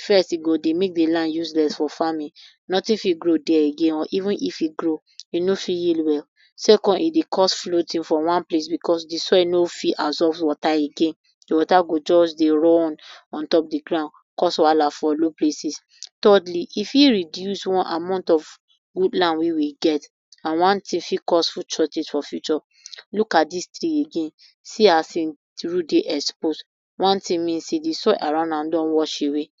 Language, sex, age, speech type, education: Nigerian Pidgin, female, 46-60, spontaneous, tertiary